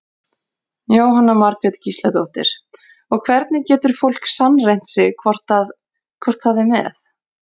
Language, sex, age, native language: Icelandic, female, 40-49, Icelandic